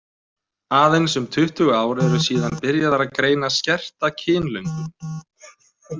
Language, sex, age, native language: Icelandic, male, 20-29, Icelandic